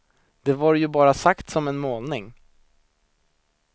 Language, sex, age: Swedish, male, 26